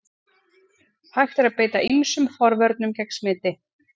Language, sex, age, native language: Icelandic, female, 40-49, Icelandic